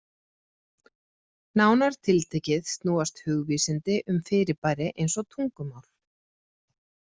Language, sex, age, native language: Icelandic, female, 40-49, Icelandic